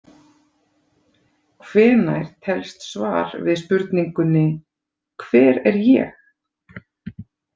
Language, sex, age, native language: Icelandic, female, 40-49, Icelandic